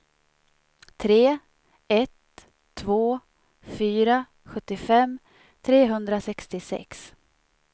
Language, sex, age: Swedish, female, 37